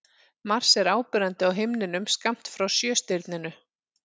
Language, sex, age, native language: Icelandic, female, 40-49, Icelandic